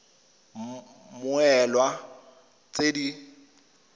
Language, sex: Tswana, male